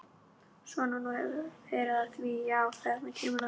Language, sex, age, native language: Icelandic, female, 12, Icelandic